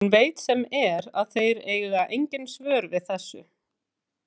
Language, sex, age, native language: Icelandic, female, 30-39, Icelandic